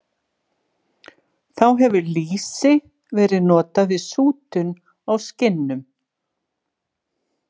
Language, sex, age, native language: Icelandic, female, 60-69, Icelandic